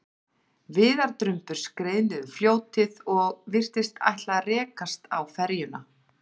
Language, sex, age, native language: Icelandic, female, 40-49, Icelandic